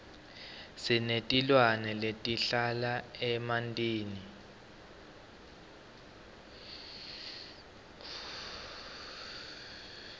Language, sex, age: Swati, male, 18